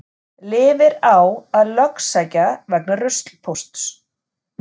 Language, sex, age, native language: Icelandic, female, 40-49, Icelandic